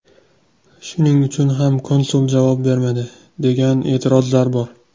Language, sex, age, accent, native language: Uzbek, male, 19-29, Toshkent shahri, Uzbek